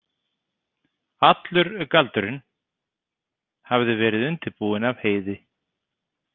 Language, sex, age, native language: Icelandic, male, 30-39, Icelandic